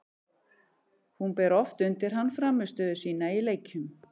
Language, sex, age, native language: Icelandic, male, 11, Icelandic